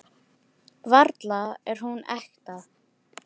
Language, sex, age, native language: Icelandic, female, 10, Filipino